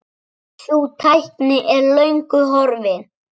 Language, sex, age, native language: Icelandic, male, 7, Icelandic